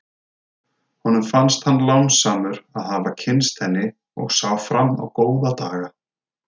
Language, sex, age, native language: Icelandic, male, 30-39, Icelandic